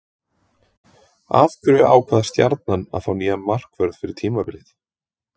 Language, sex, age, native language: Icelandic, male, 20-29, Icelandic